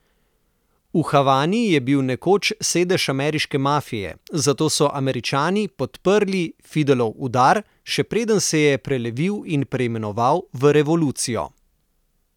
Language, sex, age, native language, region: Slovenian, male, 30-49, Slovenian, Southeast Slovenia